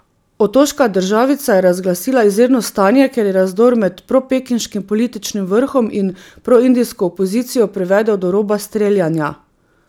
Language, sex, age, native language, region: Slovenian, female, 30-49, Slovenian, Drava region